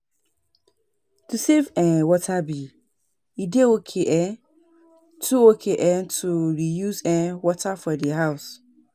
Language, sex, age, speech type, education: Nigerian Pidgin, female, 30-45, spontaneous, tertiary